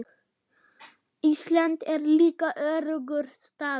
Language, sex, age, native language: Icelandic, female, 8, German